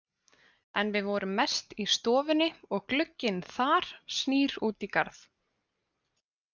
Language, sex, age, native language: Icelandic, female, 20-29, Icelandic